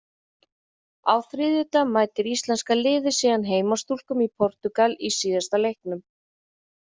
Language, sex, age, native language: Icelandic, female, 30-39, Icelandic